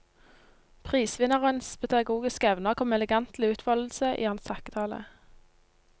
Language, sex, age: Norwegian, female, 19